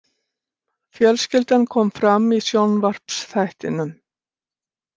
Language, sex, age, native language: Icelandic, female, 60-69, Icelandic